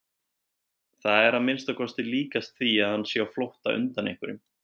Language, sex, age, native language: Icelandic, male, 20-29, Icelandic